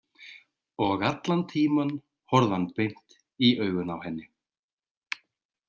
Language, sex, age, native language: Icelandic, male, 30-39, Icelandic